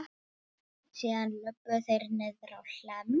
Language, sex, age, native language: Icelandic, male, 7, Icelandic